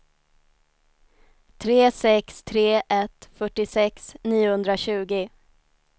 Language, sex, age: Swedish, female, 19